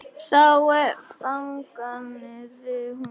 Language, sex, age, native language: Icelandic, female, 10, Icelandic